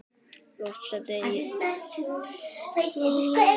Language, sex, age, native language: Icelandic, male, 10, Icelandic